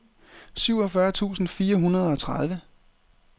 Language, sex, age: Danish, male, 30